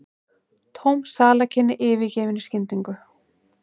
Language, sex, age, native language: Icelandic, female, 30-39, Icelandic